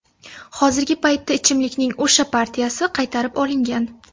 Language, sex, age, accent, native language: Uzbek, female, 19-29, Surxondaryo, Uzbek